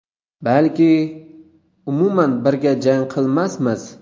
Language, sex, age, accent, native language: Uzbek, male, 18-24, Qoraqalpog'iston, Uzbek